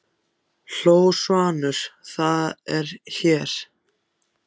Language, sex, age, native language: Icelandic, other, 14, Icelandic